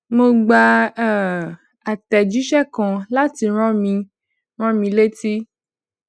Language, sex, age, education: Yoruba, female, 15-29, secondary